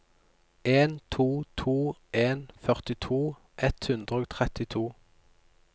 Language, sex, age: Norwegian, male, 29